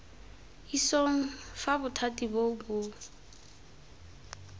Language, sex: Tswana, female